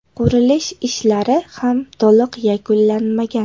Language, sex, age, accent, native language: Uzbek, female, 18-24, Namangan, Uzbek